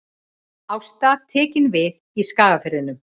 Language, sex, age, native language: Icelandic, female, 40-49, Icelandic